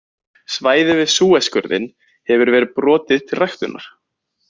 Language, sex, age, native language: Icelandic, male, 20-29, Icelandic